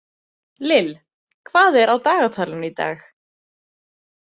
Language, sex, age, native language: Icelandic, female, 20-29, Icelandic